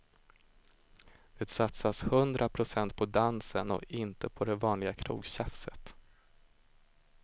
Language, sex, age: Swedish, male, 25